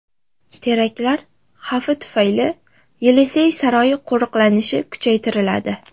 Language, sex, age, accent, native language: Uzbek, female, 12-17, Farg'ona, Uzbek